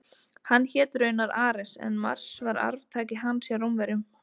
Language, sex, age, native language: Icelandic, female, 20-29, Icelandic